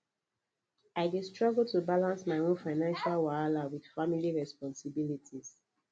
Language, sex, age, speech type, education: Nigerian Pidgin, female, 15-29, spontaneous, tertiary